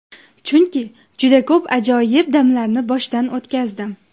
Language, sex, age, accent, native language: Uzbek, female, under 19, Jizzax, Uzbek